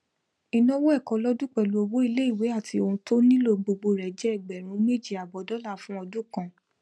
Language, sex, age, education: Yoruba, female, 15-29, tertiary